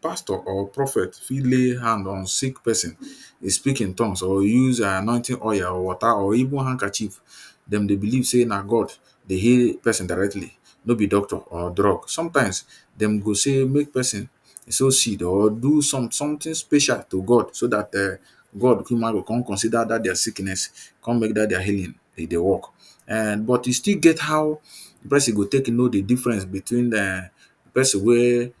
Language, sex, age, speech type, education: Nigerian Pidgin, male, 30-45, spontaneous, tertiary